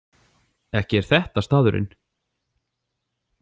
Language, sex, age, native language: Icelandic, male, 40-49, Icelandic